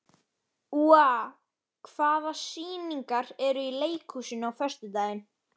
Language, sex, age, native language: Icelandic, female, 12, Icelandic